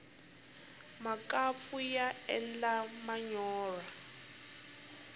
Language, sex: Tsonga, female